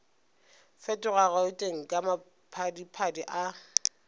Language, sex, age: Northern Sotho, female, 25